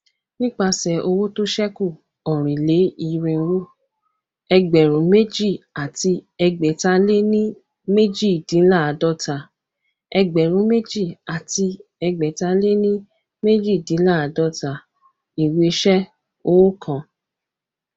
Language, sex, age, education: Yoruba, female, 15-29, tertiary